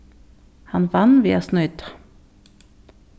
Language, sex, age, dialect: Faroese, female, 15-35, Suðurstreymoy